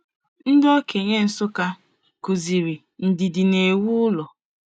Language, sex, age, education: Igbo, female, 30-45, secondary